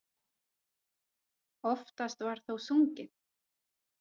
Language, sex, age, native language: Icelandic, female, 40-49, Icelandic